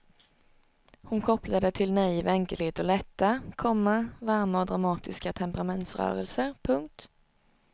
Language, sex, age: Swedish, female, 19